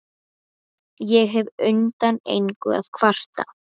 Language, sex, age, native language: Icelandic, female, 11, Icelandic